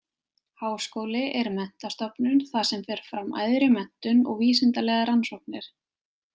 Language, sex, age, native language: Icelandic, female, 20-29, Icelandic